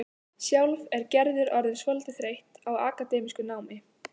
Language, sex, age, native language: Icelandic, female, 15, Icelandic